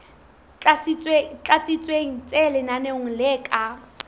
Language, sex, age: Southern Sotho, female, 20